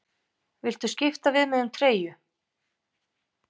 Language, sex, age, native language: Icelandic, female, 50-59, Icelandic